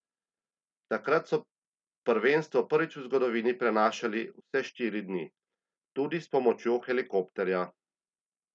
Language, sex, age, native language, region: Slovenian, male, 30-49, Slovenian, Central Slovenia